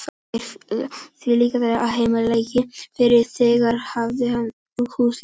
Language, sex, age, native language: Icelandic, male, 18-19, Icelandic